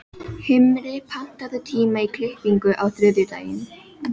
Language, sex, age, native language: Icelandic, female, 12, Filipino